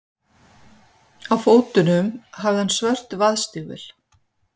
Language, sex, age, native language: Icelandic, female, 50-59, Icelandic